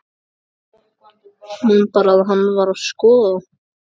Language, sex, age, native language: Icelandic, male, 14, Icelandic